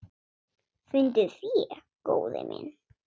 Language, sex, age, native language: Icelandic, female, 7, Swedish